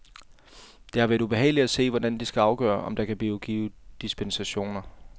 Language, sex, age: Danish, male, 28